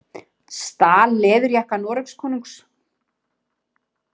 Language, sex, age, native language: Icelandic, female, 30-39, Icelandic